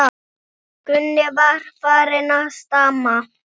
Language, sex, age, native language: Icelandic, male, 9, Icelandic